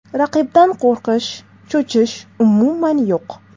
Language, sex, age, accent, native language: Uzbek, female, 18-24, Toshkent shahri, Uzbek